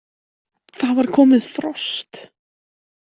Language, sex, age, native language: Icelandic, female, 18-19, Icelandic